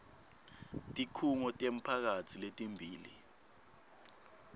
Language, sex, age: Swati, male, 19